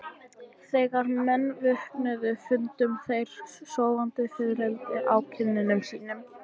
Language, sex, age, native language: Icelandic, female, 14, Icelandic